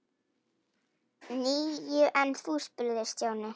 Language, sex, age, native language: Icelandic, female, 9, Icelandic